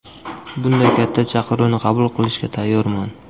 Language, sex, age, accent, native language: Uzbek, male, 25-34, Qashqadaryo, Uzbek